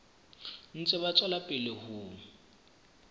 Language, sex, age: Southern Sotho, male, 24